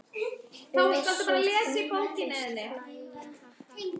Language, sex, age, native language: Icelandic, male, 10, Icelandic